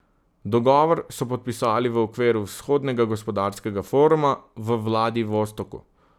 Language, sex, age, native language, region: Slovenian, male, 30-49, Slovenian, Southeast Slovenia